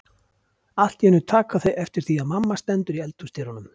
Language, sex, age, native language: Icelandic, male, 50-59, Icelandic